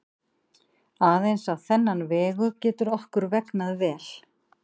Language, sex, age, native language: Icelandic, female, 50-59, Icelandic